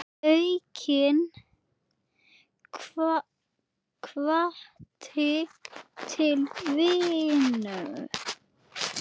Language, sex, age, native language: Icelandic, female, 8, Icelandic